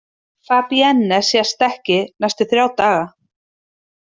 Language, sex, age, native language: Icelandic, female, 30-39, Icelandic